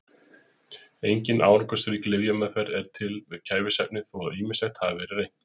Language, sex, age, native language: Icelandic, male, 30-39, Icelandic